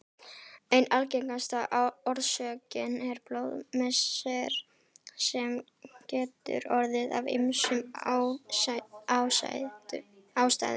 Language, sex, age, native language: Icelandic, female, 18-19, Icelandic